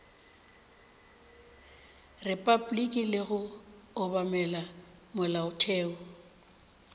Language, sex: Northern Sotho, female